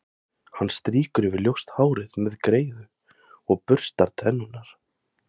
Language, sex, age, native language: Icelandic, male, 20-29, Thai